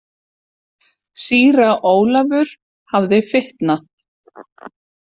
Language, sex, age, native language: Icelandic, female, 50-59, Icelandic